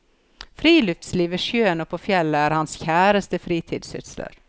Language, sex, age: Norwegian, female, 54